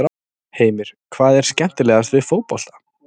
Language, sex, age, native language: Icelandic, male, 30-39, Icelandic